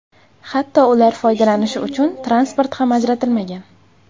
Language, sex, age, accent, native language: Uzbek, female, 18-24, Jizzax, Uzbek